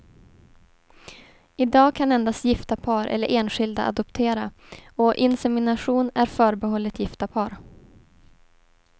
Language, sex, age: Swedish, female, 18